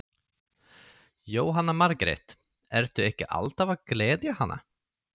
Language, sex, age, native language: Icelandic, male, 30-39, Swedish